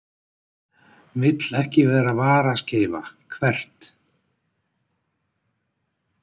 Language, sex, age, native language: Icelandic, male, 60-69, Icelandic